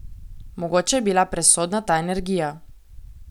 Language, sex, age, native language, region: Slovenian, female, 18-29, Slovenian, Coastal Karst region